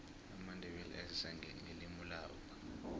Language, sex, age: South Ndebele, male, 20